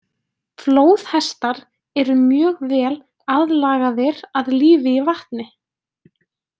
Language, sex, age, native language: Icelandic, female, 20-29, Icelandic